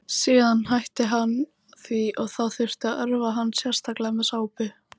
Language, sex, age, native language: Icelandic, female, 18-19, Icelandic